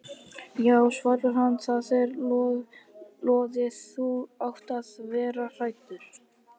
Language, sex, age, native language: Icelandic, female, 50-59, Icelandic